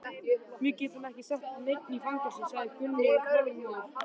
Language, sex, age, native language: Icelandic, male, 13, Icelandic